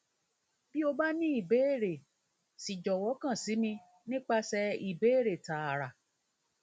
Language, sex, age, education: Yoruba, female, 30-45, tertiary